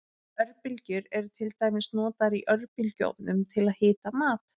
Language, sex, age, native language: Icelandic, female, 30-39, Icelandic